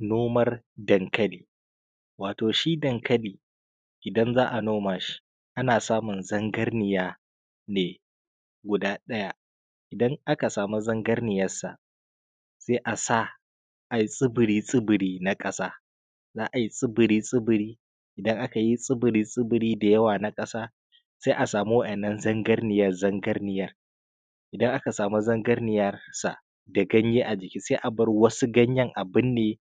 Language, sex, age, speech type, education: Hausa, male, 15-29, spontaneous, tertiary